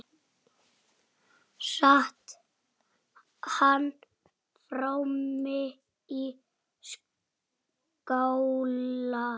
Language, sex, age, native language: Icelandic, female, 8, Icelandic